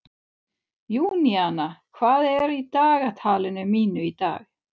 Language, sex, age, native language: Icelandic, female, 30-39, Swedish